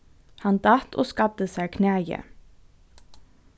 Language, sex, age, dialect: Faroese, female, 15-35, Norðurstreymoy/Eysturoy